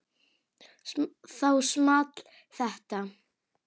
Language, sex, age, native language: Icelandic, female, 8, Icelandic